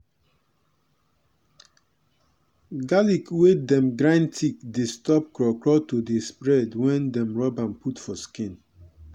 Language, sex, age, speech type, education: Nigerian Pidgin, male, 30-45, spontaneous, tertiary